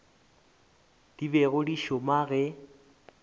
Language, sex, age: Northern Sotho, male, 24